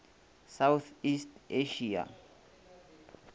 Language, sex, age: Northern Sotho, male, 26